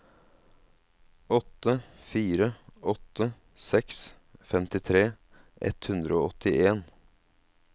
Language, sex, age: Norwegian, male, 27